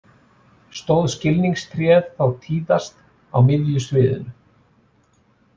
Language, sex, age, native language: Icelandic, male, 40-49, Icelandic